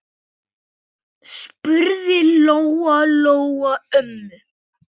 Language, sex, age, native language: Icelandic, male, 9, Icelandic